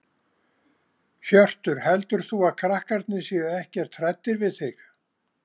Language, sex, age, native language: Icelandic, male, 70-79, Icelandic